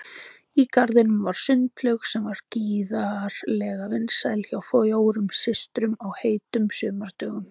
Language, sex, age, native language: Icelandic, female, 20-29, Icelandic